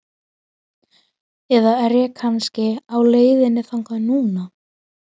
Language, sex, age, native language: Icelandic, female, 12, Icelandic